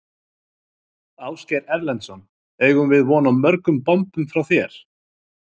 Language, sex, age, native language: Icelandic, male, 30-39, Icelandic